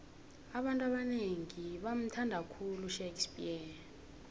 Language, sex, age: South Ndebele, female, 18